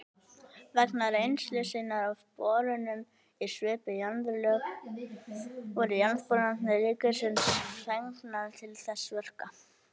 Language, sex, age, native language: Icelandic, male, 18-19, Icelandic